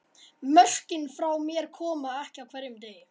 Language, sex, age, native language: Icelandic, male, 18-19, Icelandic